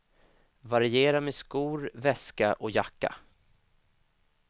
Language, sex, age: Swedish, male, 25